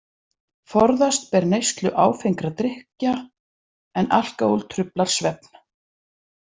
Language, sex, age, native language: Icelandic, female, 40-49, Icelandic